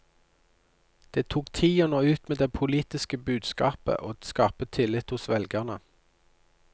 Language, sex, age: Norwegian, male, 29